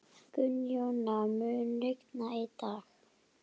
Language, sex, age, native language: Icelandic, female, 12, Icelandic